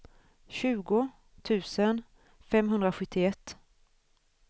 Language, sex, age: Swedish, female, 41